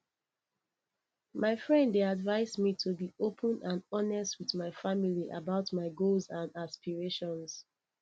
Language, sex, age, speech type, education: Nigerian Pidgin, female, 15-29, spontaneous, tertiary